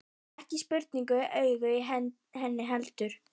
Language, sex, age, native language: Icelandic, female, 12, Icelandic